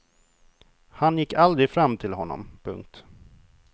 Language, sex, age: Swedish, male, 28